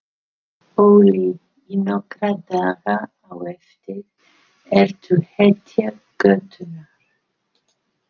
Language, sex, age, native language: Icelandic, female, 50-59, English